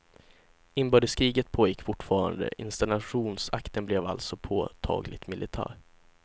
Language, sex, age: Swedish, male, 16